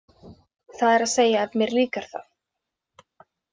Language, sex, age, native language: Icelandic, female, 20-29, Icelandic